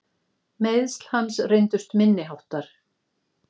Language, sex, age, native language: Icelandic, female, 50-59, Icelandic